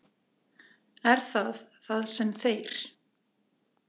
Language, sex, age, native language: Icelandic, female, 40-49, Icelandic